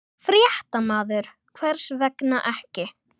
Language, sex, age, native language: Icelandic, other, 11, Icelandic